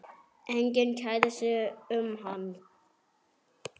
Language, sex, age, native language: Icelandic, male, 7, Icelandic